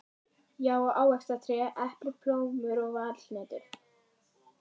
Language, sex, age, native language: Icelandic, female, 13, Icelandic